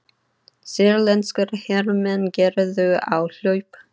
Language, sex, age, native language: Icelandic, female, 30-39, Icelandic